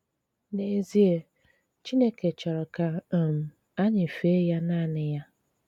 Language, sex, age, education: Igbo, female, 30-45, tertiary